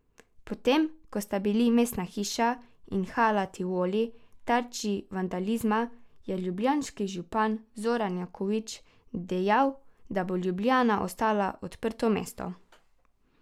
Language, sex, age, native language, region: Slovenian, female, 12-17, Slovenian, Carinthia region